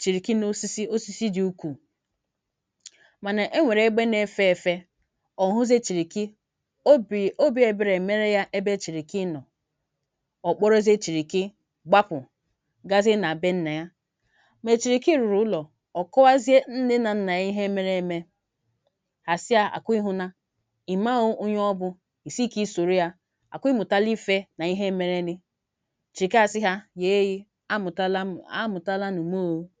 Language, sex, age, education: Igbo, female, 46-60, tertiary